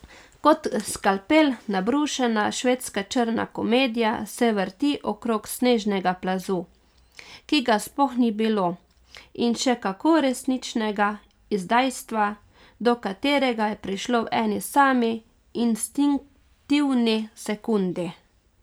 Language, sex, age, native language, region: Slovenian, female, 30-49, Slovenian, Carinthia region